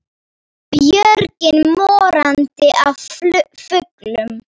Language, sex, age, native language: Icelandic, female, 9, Icelandic